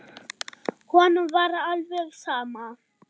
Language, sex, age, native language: Icelandic, male, 6, German